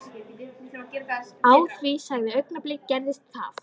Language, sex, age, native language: Icelandic, female, 13, Icelandic